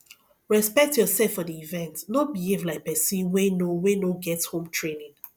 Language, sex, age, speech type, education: Nigerian Pidgin, female, 30-45, spontaneous, tertiary